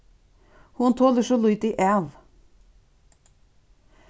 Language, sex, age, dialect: Faroese, female, 36-60, Suðurstreymoy